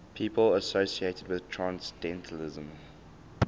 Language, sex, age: English, male, 19